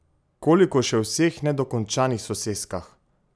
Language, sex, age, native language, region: Slovenian, male, 18-29, Slovenian, Pomurje region